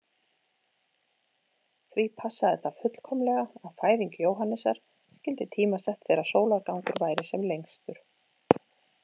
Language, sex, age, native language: Icelandic, female, 40-49, Icelandic